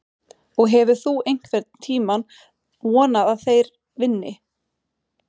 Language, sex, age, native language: Icelandic, female, 40-49, Swedish